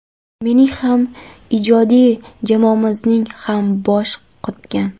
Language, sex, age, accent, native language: Uzbek, female, 12-17, Andijon, Karakalpak